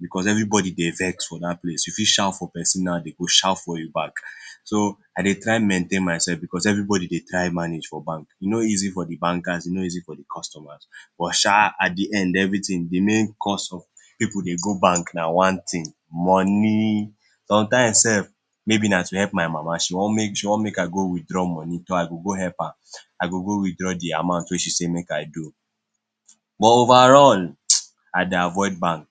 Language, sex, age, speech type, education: Nigerian Pidgin, male, 15-29, spontaneous, secondary